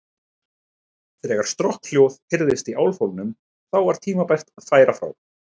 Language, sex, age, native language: Icelandic, male, 30-39, Icelandic